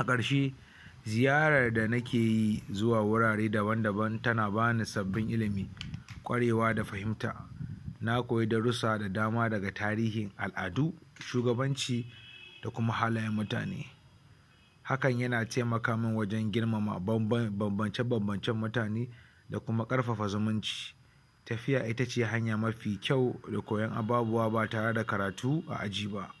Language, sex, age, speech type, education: Hausa, male, 60+, spontaneous, tertiary